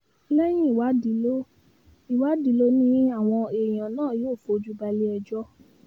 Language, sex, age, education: Yoruba, female, 15-29, tertiary